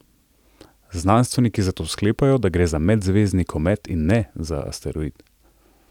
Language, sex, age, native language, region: Slovenian, male, 30-49, Slovenian, Central Slovenia